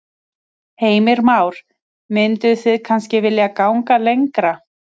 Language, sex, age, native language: Icelandic, female, 30-39, Icelandic